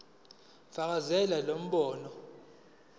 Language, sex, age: Zulu, male, 20